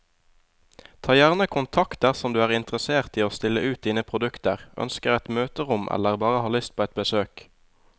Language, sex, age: Norwegian, male, 20